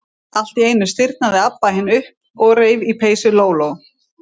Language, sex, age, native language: Icelandic, female, 30-39, Icelandic